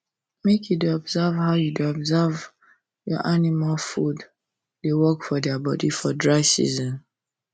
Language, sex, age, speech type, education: Nigerian Pidgin, female, 15-29, spontaneous, secondary